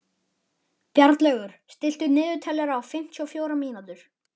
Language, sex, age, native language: Icelandic, male, 11, Icelandic